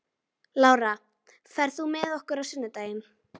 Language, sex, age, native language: Icelandic, female, 12, Icelandic